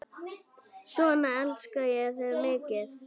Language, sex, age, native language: Icelandic, female, 9, Icelandic